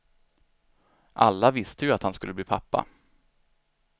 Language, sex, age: Swedish, male, 25